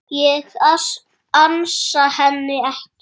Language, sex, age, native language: Icelandic, male, 7, Icelandic